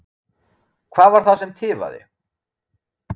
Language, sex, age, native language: Icelandic, male, 30-39, Icelandic